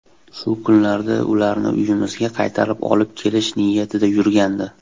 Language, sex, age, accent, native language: Uzbek, male, 19-29, Toshkent shahri, Uzbek